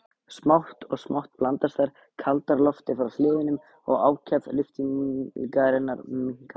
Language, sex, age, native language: Icelandic, male, 18-19, Icelandic